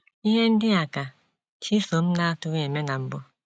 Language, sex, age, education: Igbo, female, 30-45, tertiary